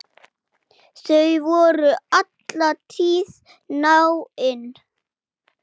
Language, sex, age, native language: Icelandic, male, 8, Icelandic